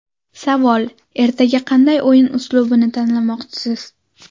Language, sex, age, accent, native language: Uzbek, female, under 19, Andijon, Uzbek